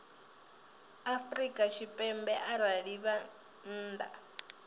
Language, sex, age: Venda, female, 20